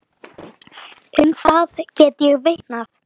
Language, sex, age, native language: Icelandic, male, 9, Icelandic